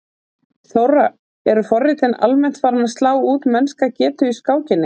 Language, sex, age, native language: Icelandic, female, 40-49, Icelandic